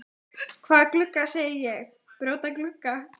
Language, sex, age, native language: Icelandic, female, 14, Icelandic